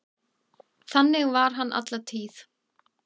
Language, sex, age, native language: Icelandic, male, 6, Icelandic